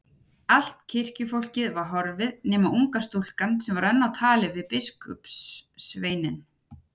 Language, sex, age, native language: Icelandic, female, 30-39, Icelandic